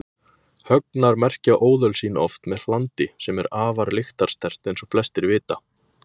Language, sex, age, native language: Icelandic, male, 20-29, Icelandic